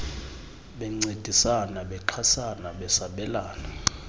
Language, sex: Xhosa, male